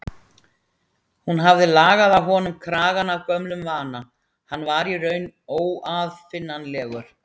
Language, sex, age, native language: Icelandic, female, 60-69, Icelandic